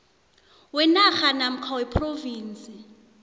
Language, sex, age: South Ndebele, female, 26